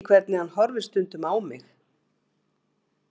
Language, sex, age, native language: Icelandic, female, 50-59, Icelandic